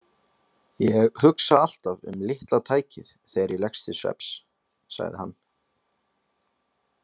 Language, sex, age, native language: Icelandic, male, 20-29, Icelandic